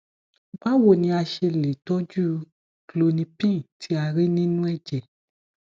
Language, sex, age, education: Yoruba, male, 15-29, tertiary